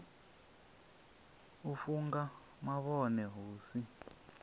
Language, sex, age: Venda, male, 27